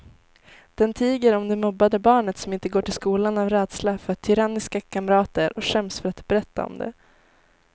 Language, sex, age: Swedish, female, 18